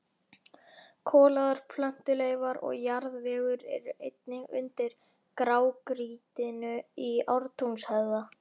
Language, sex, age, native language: Icelandic, male, 11, Icelandic